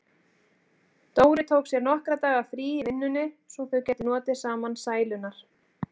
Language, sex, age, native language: Icelandic, female, 40-49, Icelandic